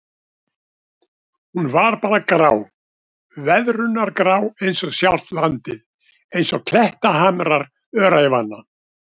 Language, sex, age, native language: Icelandic, male, 70-79, Icelandic